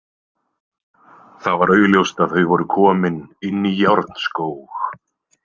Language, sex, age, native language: Icelandic, male, 20-29, Icelandic